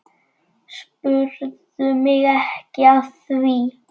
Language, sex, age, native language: Icelandic, male, 9, Icelandic